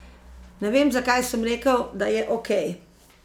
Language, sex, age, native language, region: Slovenian, female, 50-59, Slovenian, Zasavska region